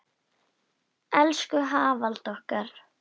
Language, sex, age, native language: Icelandic, female, 10, Icelandic